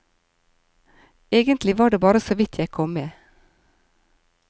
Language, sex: Norwegian, female